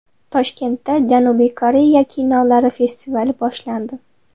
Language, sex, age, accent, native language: Uzbek, female, 12-17, Namangan, Uzbek